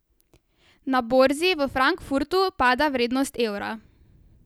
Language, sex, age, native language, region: Slovenian, female, 18-29, Slovenian, Savinja region